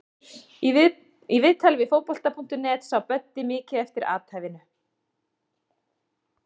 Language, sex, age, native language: Icelandic, female, 30-39, Icelandic